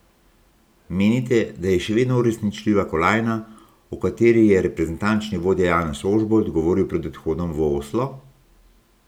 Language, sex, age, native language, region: Slovenian, male, 60+, Slovenian, Gorenjska region